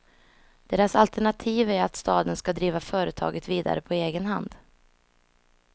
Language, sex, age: Swedish, female, 26